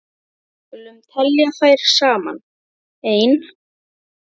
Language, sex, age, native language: Icelandic, female, 12, Icelandic